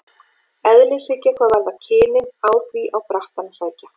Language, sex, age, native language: Icelandic, female, 40-49, Icelandic